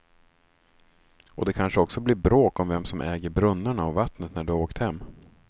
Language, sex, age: Swedish, male, 36